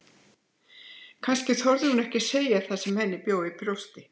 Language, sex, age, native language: Icelandic, female, 70-79, Icelandic